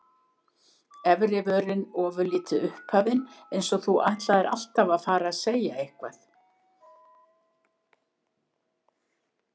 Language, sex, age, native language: Icelandic, female, 70-79, Icelandic